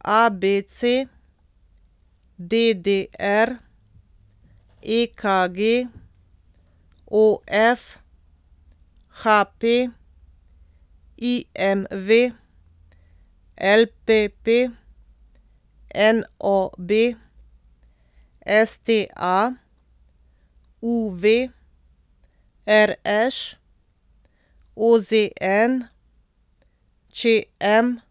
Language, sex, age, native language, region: Slovenian, female, 30-49, Slovenian, Central Slovenia